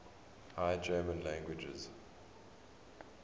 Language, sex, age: English, male, 23